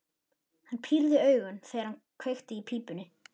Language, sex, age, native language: Icelandic, male, 11, Icelandic